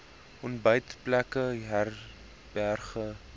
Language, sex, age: Afrikaans, male, 19